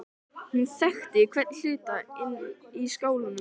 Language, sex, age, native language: Icelandic, male, 13, Icelandic